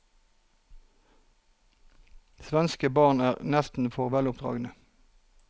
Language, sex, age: Norwegian, male, 43